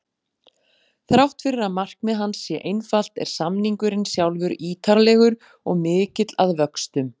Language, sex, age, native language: Icelandic, female, 40-49, Icelandic